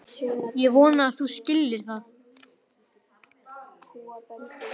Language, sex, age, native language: Icelandic, male, 11, Icelandic